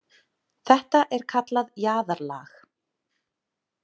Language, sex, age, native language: Icelandic, female, 30-39, Icelandic